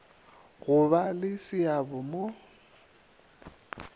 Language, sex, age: Northern Sotho, male, 27